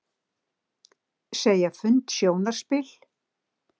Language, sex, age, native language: Icelandic, female, 60-69, Icelandic